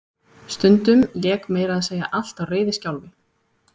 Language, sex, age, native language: Icelandic, female, 30-39, Icelandic